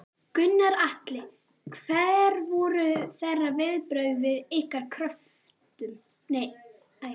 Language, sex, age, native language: Icelandic, female, 11, Icelandic